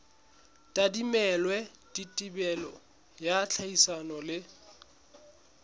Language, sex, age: Southern Sotho, male, 21